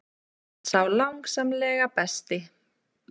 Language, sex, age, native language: Icelandic, female, 20-29, Icelandic